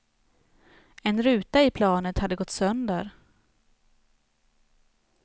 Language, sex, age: Swedish, female, 29